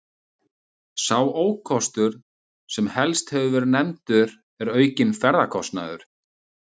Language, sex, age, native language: Icelandic, male, 30-39, Icelandic